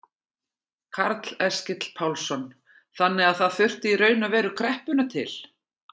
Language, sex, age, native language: Icelandic, female, 40-49, Icelandic